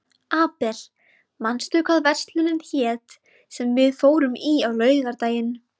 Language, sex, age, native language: Icelandic, female, 20-29, Icelandic